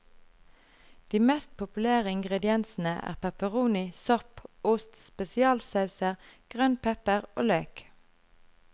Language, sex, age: Norwegian, female, 33